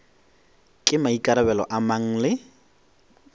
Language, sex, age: Northern Sotho, male, 21